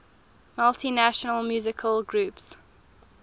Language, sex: English, female